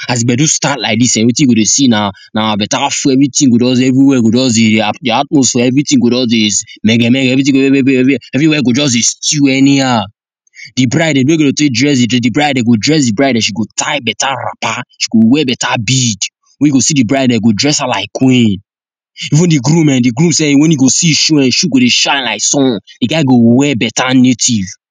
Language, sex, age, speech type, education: Nigerian Pidgin, male, 15-29, spontaneous, tertiary